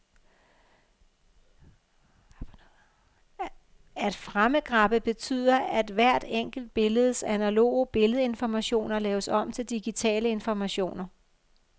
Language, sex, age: Danish, female, 50